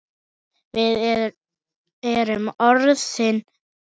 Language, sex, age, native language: Icelandic, male, 8, Icelandic